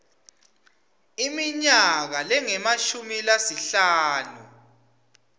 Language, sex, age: Swati, male, 25